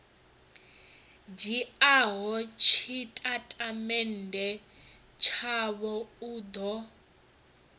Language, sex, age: Venda, female, 22